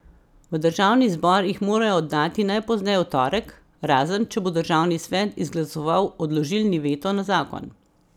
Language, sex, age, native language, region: Slovenian, female, 50-59, Slovenian, Central Slovenia